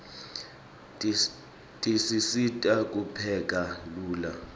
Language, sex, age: Swati, male, 24